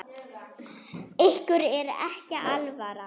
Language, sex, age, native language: Icelandic, female, 7, German